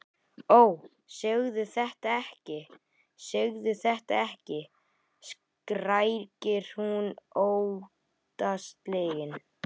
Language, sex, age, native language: Icelandic, male, 11, Icelandic